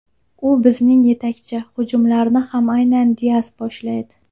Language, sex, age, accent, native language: Uzbek, female, 19-29, Farg'ona, Uzbek